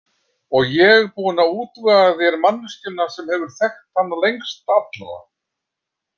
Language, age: Icelandic, 50-59